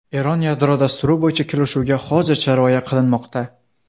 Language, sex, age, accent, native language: Uzbek, male, under 19, Xorazm, Uzbek